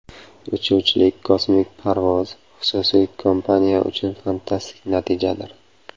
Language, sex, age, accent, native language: Uzbek, male, 25-34, Samarqand, Uzbek